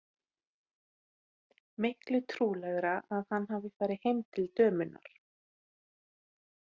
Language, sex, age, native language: Icelandic, female, 30-39, Icelandic